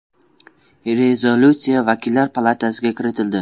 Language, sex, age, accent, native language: Uzbek, male, 19-29, Buxoro, Uzbek